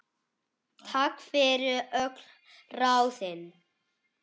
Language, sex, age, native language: Icelandic, female, 8, Icelandic